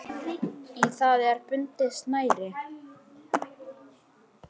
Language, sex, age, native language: Icelandic, male, 9, Icelandic